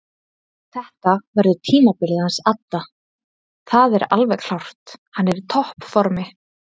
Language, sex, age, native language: Icelandic, female, 30-39, Icelandic